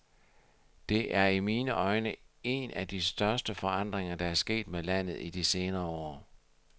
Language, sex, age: Danish, male, 60